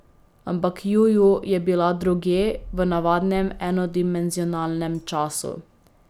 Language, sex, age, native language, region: Slovenian, female, 18-29, Slovenian, Drava region